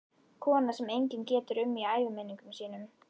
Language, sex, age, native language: Icelandic, female, 11, Icelandic